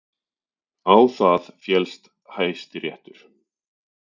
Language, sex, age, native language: Icelandic, male, 40-49, Icelandic